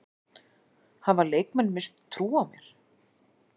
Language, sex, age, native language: Icelandic, female, 40-49, Icelandic